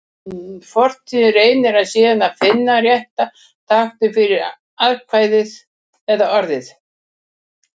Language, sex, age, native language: Icelandic, female, 60-69, Icelandic